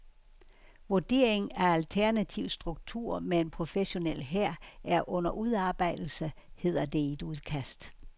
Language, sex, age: Danish, female, 69